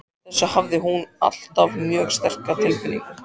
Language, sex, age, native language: Icelandic, male, 14, Icelandic